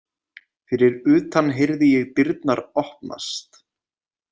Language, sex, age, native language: Icelandic, male, 20-29, Icelandic